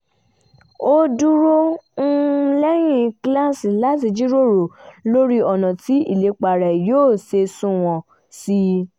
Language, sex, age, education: Yoruba, female, 15-29, tertiary